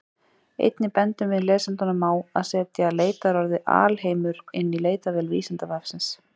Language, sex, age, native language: Icelandic, male, 40-49, Icelandic